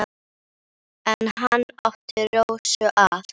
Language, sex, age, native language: Icelandic, female, 10, Icelandic